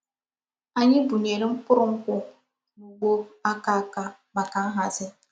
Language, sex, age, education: Igbo, female, 15-29, tertiary